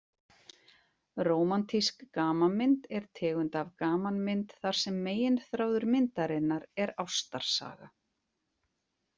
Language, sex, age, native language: Icelandic, female, 40-49, Icelandic